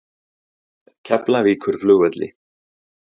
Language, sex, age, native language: Icelandic, male, 30-39, Icelandic